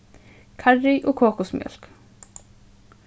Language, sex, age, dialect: Faroese, female, 15-35, Suðurstreymoy